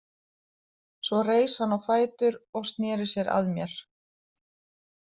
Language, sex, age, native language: Icelandic, female, 30-39, Icelandic